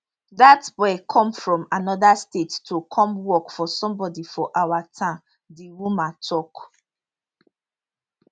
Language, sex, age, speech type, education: Nigerian Pidgin, female, 30-45, spontaneous, tertiary